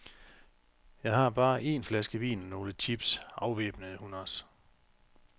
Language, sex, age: Danish, male, 45